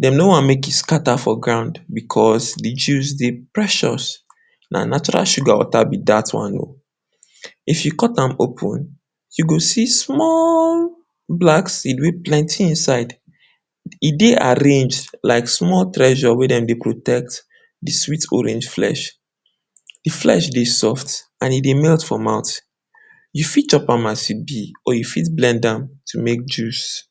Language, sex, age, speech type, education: Nigerian Pidgin, male, 46-60, spontaneous, tertiary